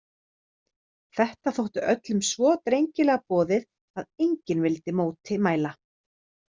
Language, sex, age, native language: Icelandic, female, 30-39, Icelandic